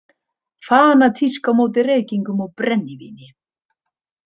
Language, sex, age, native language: Icelandic, female, 30-39, Icelandic